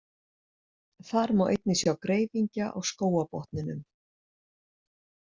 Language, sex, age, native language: Icelandic, female, 60-69, Icelandic